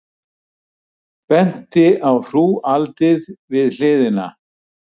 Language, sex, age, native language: Icelandic, male, 70-79, Icelandic